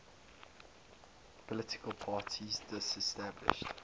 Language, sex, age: English, male, 22